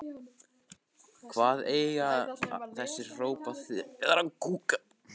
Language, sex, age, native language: Icelandic, male, 13, Icelandic